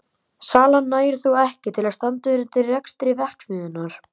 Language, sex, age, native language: Icelandic, male, 11, Icelandic